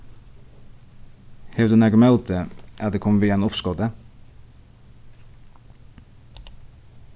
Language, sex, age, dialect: Faroese, male, 15-35, Sandoy